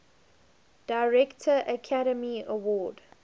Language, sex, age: English, female, 20